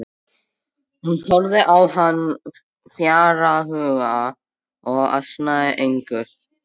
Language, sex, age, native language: Icelandic, male, 13, Icelandic